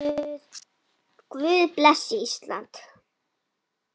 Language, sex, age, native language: Icelandic, female, 9, Icelandic